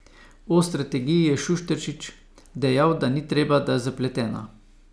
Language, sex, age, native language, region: Slovenian, male, 50-59, Slovenian, Savinja region